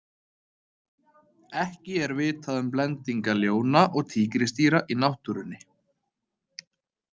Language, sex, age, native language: Icelandic, male, 30-39, Icelandic